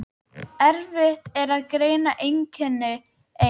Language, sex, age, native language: Icelandic, female, 12, Icelandic